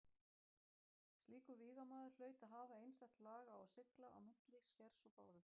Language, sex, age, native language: Icelandic, female, 50-59, Icelandic